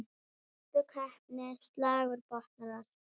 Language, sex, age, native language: Icelandic, female, 9, Icelandic